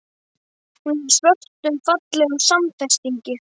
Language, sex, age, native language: Icelandic, male, 12, Icelandic